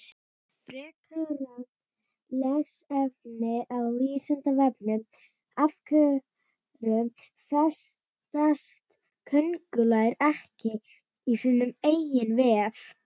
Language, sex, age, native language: Icelandic, female, 18-19, Icelandic